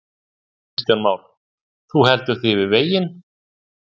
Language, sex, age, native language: Icelandic, male, 60-69, Icelandic